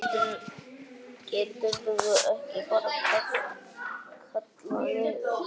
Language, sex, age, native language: Icelandic, male, 9, Icelandic